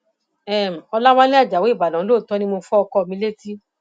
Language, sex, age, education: Yoruba, female, 30-45, tertiary